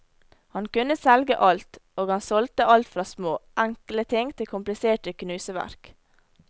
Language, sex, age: Norwegian, female, 18